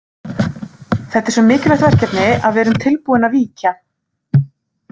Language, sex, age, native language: Icelandic, female, 30-39, Icelandic